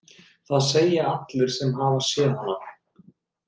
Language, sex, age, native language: Icelandic, male, 30-39, Icelandic